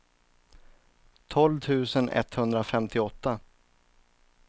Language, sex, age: Swedish, male, 39